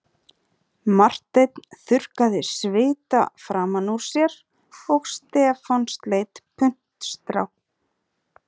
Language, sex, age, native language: Icelandic, female, 30-39, Icelandic